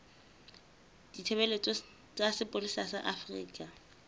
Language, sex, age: Southern Sotho, female, 22